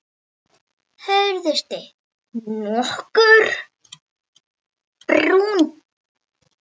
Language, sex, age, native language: Icelandic, female, 18-19, Icelandic